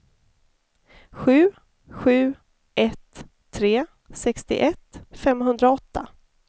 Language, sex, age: Swedish, female, 33